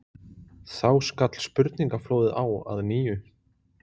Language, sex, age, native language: Icelandic, male, 20-29, Icelandic